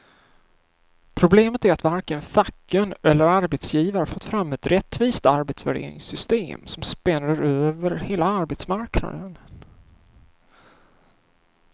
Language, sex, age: Swedish, male, 31